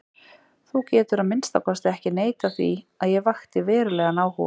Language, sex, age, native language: Icelandic, male, 40-49, Icelandic